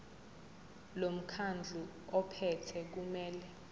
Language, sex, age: Zulu, female, 20